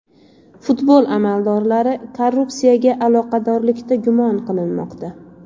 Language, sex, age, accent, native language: Uzbek, female, 25-34, Andijon, Uzbek